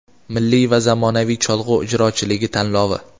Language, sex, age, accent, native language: Uzbek, male, 18-24, Qashqadaryo, Uzbek